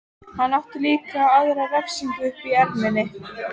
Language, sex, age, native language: Icelandic, female, 13, Icelandic